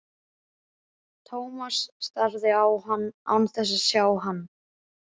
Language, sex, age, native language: Icelandic, male, 13, Icelandic